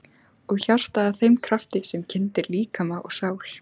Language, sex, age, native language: Icelandic, female, 14, Icelandic